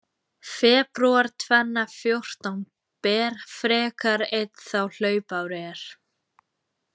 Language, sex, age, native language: Icelandic, female, 20-29, Icelandic